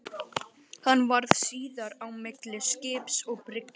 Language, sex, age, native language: Icelandic, male, 12, Icelandic